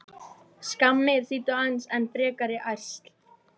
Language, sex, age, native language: Icelandic, male, 11, Icelandic